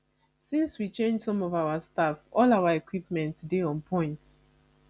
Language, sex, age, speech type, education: Nigerian Pidgin, female, 15-29, spontaneous, tertiary